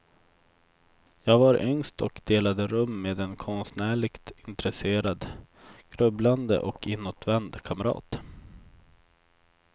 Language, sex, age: Swedish, male, 24